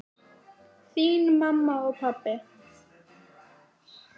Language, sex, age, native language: Icelandic, female, 10, Icelandic